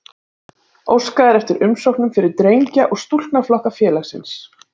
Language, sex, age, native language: Icelandic, female, 30-39, Icelandic